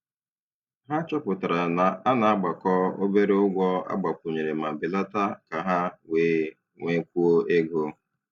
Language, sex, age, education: Igbo, male, 30-45, tertiary